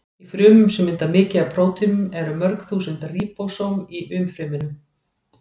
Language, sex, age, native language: Icelandic, female, 40-49, Icelandic